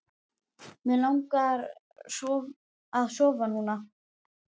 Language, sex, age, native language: Icelandic, female, 10, Icelandic